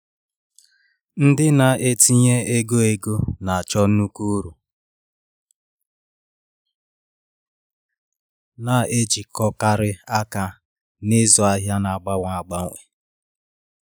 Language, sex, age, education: Igbo, female, 30-45, tertiary